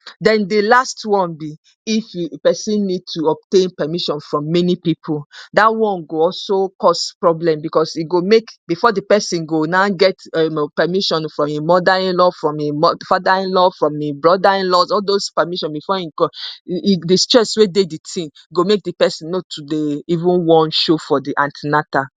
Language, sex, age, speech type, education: Nigerian Pidgin, female, 30-45, spontaneous, tertiary